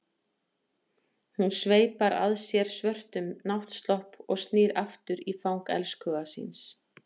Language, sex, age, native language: Icelandic, female, 40-49, Icelandic